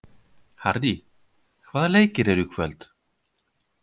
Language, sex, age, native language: Icelandic, male, 50-59, Icelandic